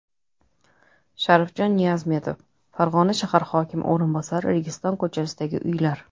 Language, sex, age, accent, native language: Uzbek, female, 30-39, Toshkent shahri, Uzbek